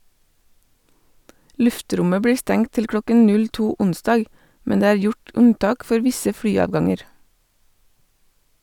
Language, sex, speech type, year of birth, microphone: Norwegian, female, read, 1985, Sennheiser